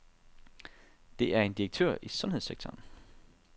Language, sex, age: Danish, male, 32